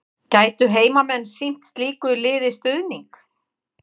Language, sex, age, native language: Icelandic, female, 50-59, Icelandic